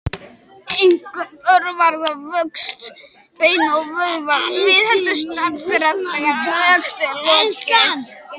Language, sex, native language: Icelandic, other, Icelandic